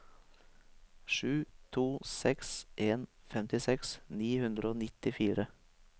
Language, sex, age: Norwegian, male, 23